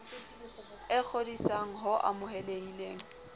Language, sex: Southern Sotho, female